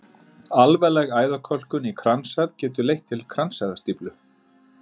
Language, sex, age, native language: Icelandic, male, 50-59, Icelandic